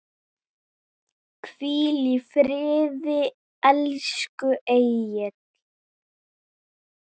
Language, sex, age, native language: Icelandic, male, 7, Icelandic